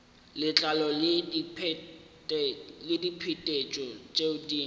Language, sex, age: Northern Sotho, male, 18